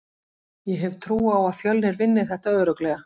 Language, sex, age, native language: Icelandic, female, 40-49, Icelandic